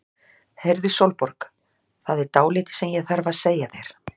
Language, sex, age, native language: Icelandic, female, 60-69, Icelandic